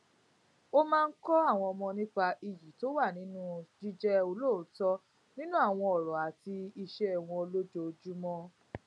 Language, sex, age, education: Yoruba, female, 15-29, tertiary